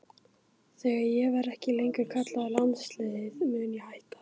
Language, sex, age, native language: Icelandic, male, 18-19, Icelandic